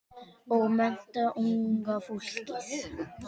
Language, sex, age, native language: Icelandic, male, 10, Icelandic